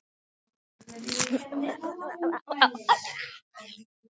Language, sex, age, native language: Icelandic, female, 18-19, Icelandic